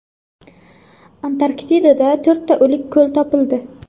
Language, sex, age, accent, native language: Uzbek, female, 18-24, Toshkent shahri, Uzbek